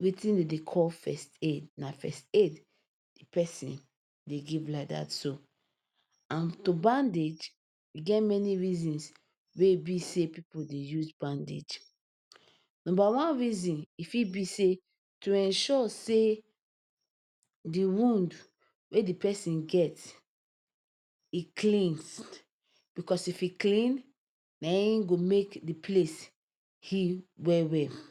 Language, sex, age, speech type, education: Nigerian Pidgin, female, 15-29, spontaneous, tertiary